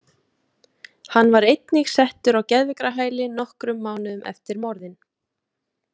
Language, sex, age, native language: Icelandic, female, 30-39, Icelandic